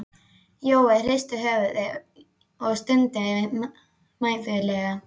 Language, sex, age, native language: Icelandic, female, 12, Icelandic